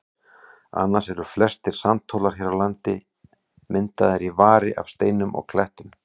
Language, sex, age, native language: Icelandic, male, 40-49, Icelandic